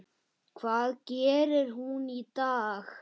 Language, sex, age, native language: Icelandic, male, 8, Icelandic